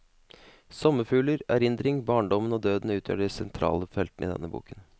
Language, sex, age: Norwegian, male, 32